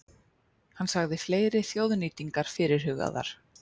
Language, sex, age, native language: Icelandic, female, 30-39, Icelandic